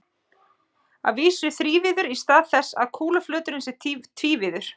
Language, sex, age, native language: Icelandic, female, 20-29, Icelandic